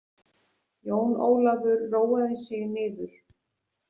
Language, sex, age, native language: Icelandic, female, 40-49, Icelandic